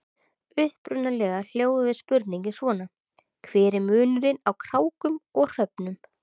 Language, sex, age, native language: Icelandic, female, 30-39, Icelandic